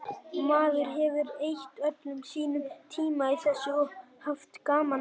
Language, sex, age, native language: Icelandic, male, 18-19, Icelandic